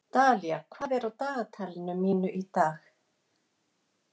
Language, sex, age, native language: Icelandic, female, 60-69, Icelandic